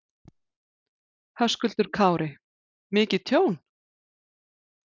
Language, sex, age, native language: Icelandic, female, 40-49, Icelandic